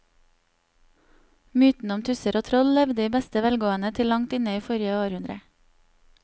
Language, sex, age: Norwegian, female, 27